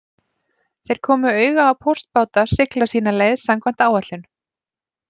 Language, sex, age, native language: Icelandic, female, 30-39, Icelandic